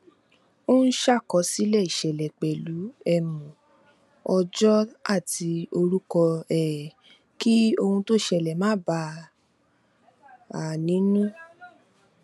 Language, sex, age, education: Yoruba, female, 15-29, tertiary